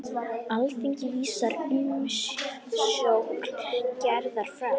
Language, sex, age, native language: Icelandic, female, 10, Icelandic